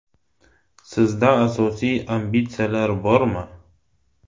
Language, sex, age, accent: Uzbek, male, 18-24, Samarqand